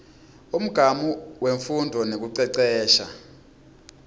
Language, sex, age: Swati, male, 26